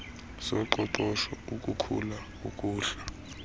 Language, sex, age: Xhosa, male, 33